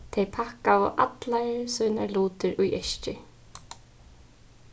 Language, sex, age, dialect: Faroese, female, 15-35, Suðurstreymoy